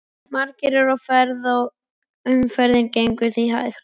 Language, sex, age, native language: Icelandic, male, 11, Icelandic